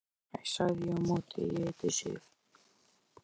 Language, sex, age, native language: Icelandic, male, 13, Icelandic